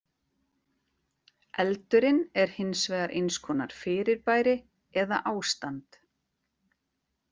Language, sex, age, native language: Icelandic, female, 40-49, Icelandic